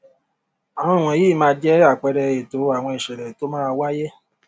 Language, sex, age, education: Yoruba, male, 30-45, tertiary